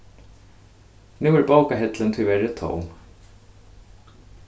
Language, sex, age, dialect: Faroese, male, 15-35, Suðurstreymoy